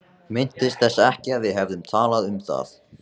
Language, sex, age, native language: Icelandic, male, 14, Icelandic